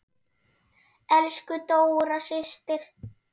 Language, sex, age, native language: Icelandic, female, 7, Icelandic